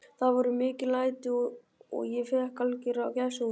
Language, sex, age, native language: Icelandic, female, 50-59, Icelandic